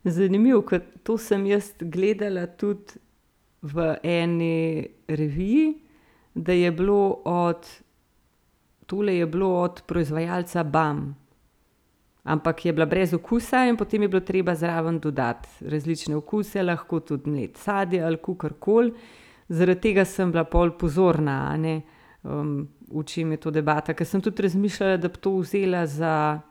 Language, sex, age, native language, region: Slovenian, female, 30-49, Slovenian, Central Slovenia